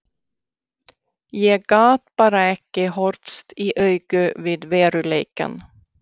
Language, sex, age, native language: Icelandic, female, 60-69, Swedish